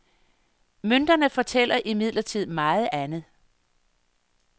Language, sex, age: Danish, female, 58